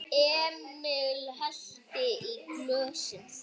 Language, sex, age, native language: Icelandic, other, 8, Icelandic